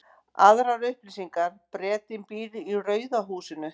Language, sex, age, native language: Icelandic, female, 50-59, Icelandic